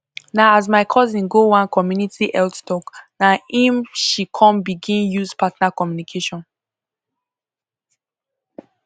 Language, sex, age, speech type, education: Nigerian Pidgin, female, 15-29, spontaneous, tertiary